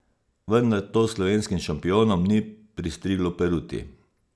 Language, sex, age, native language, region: Slovenian, male, 50-59, Slovenian, Savinja region